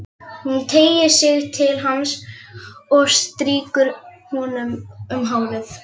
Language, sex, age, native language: Icelandic, female, 11, Icelandic